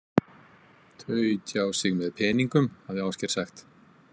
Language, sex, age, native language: Icelandic, male, 50-59, Icelandic